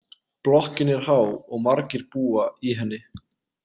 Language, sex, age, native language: Icelandic, male, 20-29, Icelandic